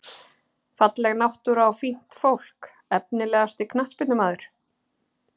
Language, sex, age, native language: Icelandic, female, 30-39, Icelandic